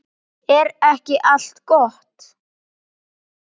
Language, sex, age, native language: Icelandic, female, 8, Icelandic